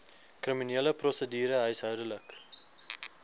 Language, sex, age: Afrikaans, male, 19